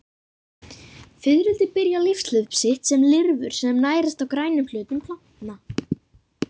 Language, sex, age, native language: Icelandic, female, 50-59, Icelandic